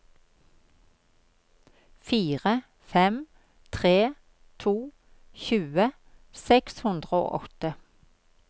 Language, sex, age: Norwegian, female, 53